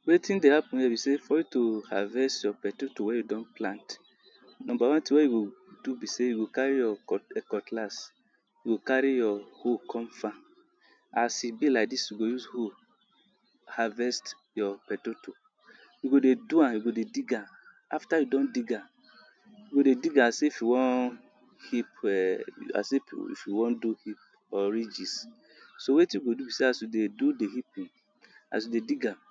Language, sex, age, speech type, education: Nigerian Pidgin, male, 30-45, spontaneous, tertiary